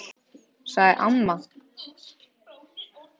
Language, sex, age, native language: Icelandic, male, 10, Icelandic